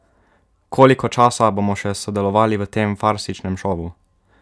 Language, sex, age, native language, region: Slovenian, male, 12-17, Slovenian, Savinja region